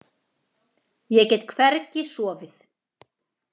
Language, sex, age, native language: Icelandic, female, 40-49, Icelandic